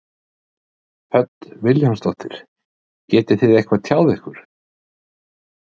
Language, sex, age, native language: Icelandic, male, 50-59, Icelandic